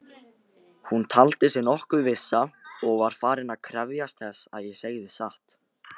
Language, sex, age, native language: Icelandic, male, 18-19, Icelandic